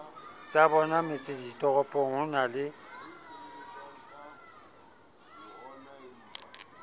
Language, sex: Southern Sotho, male